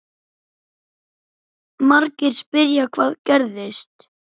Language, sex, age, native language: Icelandic, male, 9, Icelandic